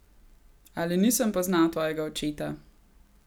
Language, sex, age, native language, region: Slovenian, female, 18-29, Slovenian, Gorenjska region